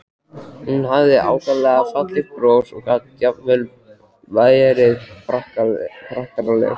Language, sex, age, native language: Icelandic, male, 14, Icelandic